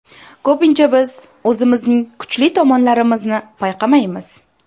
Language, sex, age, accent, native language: Uzbek, female, 18-24, Toshkent viloyati, Uzbek